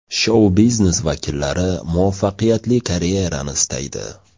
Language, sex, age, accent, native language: Uzbek, male, 25-34, Toshkent shahri, Uzbek